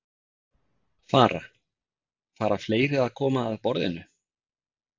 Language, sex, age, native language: Icelandic, male, 50-59, Icelandic